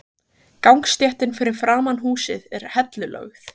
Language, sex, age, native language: Icelandic, female, 15, Icelandic